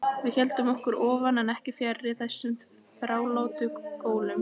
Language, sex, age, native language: Icelandic, female, 15, Icelandic